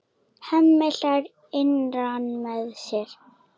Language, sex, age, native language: Icelandic, female, 7, Icelandic